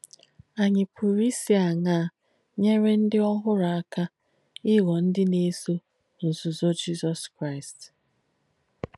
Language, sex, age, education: Igbo, female, 30-45, tertiary